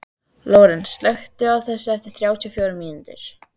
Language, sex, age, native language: Icelandic, female, 13, Icelandic